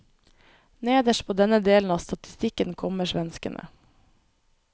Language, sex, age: Norwegian, female, 24